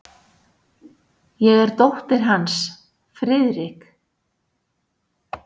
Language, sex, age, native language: Icelandic, female, 60-69, Icelandic